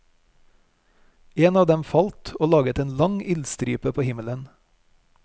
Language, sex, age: Norwegian, male, 41